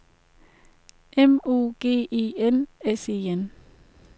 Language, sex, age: Danish, female, 33